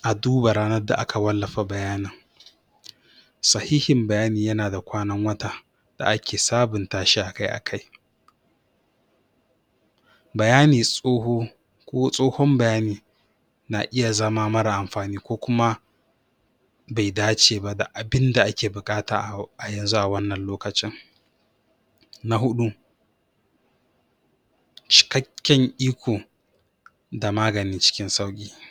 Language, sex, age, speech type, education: Hausa, male, 46-60, spontaneous, tertiary